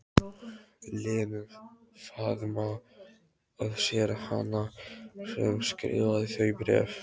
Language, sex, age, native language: Icelandic, male, 12, Icelandic